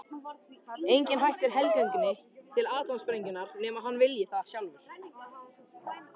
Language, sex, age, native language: Icelandic, male, 13, Icelandic